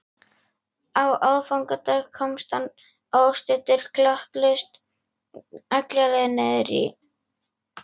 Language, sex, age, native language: Icelandic, male, 11, Icelandic